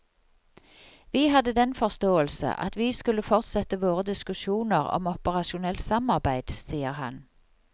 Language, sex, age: Norwegian, female, 55